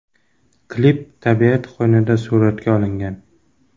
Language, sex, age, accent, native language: Uzbek, male, 18-24, Xorazm, Uzbek